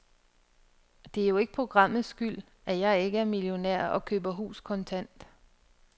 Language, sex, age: Danish, female, 42